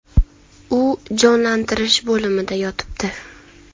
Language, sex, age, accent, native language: Uzbek, female, 19-29, Farg'ona, Uzbek